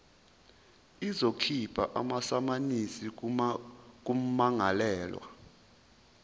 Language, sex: Zulu, male